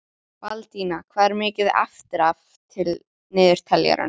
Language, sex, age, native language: Icelandic, female, 12, Icelandic